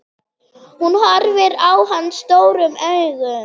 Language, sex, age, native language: Icelandic, female, 30-39, German